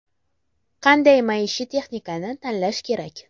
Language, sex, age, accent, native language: Uzbek, female, 18-24, Jizzax, Uzbek